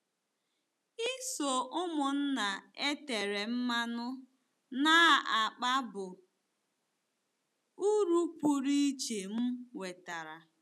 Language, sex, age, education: Igbo, female, 15-29, tertiary